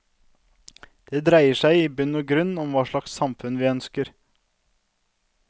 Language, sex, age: Norwegian, male, 32